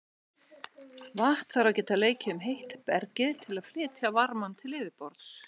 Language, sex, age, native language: Icelandic, male, 60-69, Icelandic